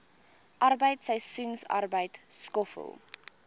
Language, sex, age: Afrikaans, female, 21